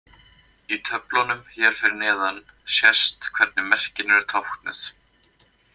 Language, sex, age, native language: Icelandic, male, 20-29, Icelandic